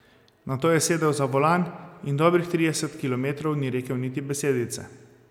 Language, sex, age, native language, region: Slovenian, male, 30-49, Slovenian, Zasavska region